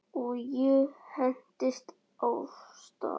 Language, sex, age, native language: Icelandic, male, 9, Icelandic